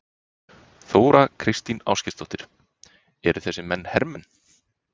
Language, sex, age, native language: Icelandic, male, 30-39, Icelandic